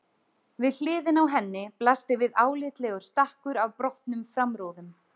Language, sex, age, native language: Icelandic, female, 30-39, Icelandic